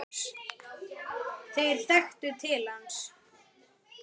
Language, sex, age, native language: Icelandic, male, 9, Icelandic